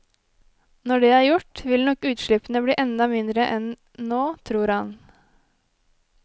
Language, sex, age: Norwegian, female, 23